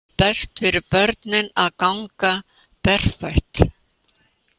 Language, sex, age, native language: Icelandic, female, 80-89, Icelandic